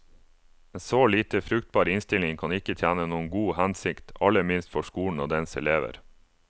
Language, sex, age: Norwegian, male, 28